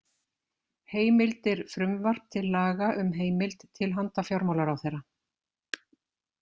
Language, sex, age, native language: Icelandic, female, 50-59, Icelandic